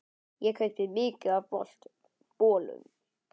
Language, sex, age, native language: Icelandic, male, 10, Icelandic